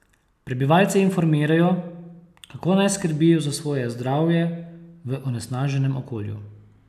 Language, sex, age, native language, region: Slovenian, male, 30-49, Slovenian, Posavska region